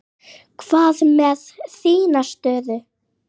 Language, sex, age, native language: Icelandic, female, 8, Icelandic